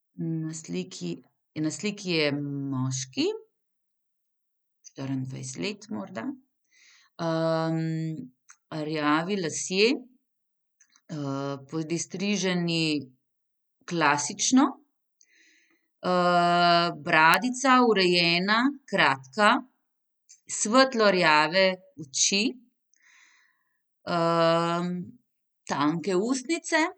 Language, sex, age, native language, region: Slovenian, female, 30-49, Slovenian, Central Slovenia